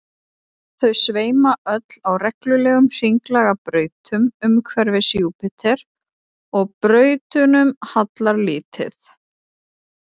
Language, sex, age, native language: Icelandic, female, 30-39, Icelandic